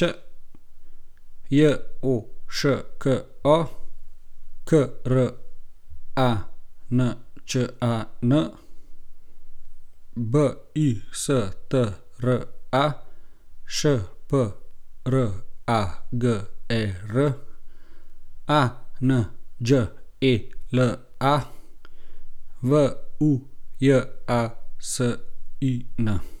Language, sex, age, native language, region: Slovenian, male, 30-49, Slovenian, Gorenjska region